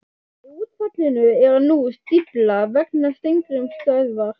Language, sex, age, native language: Icelandic, male, 12, Icelandic